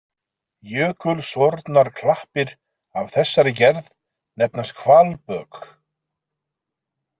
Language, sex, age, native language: Icelandic, male, 40-49, Icelandic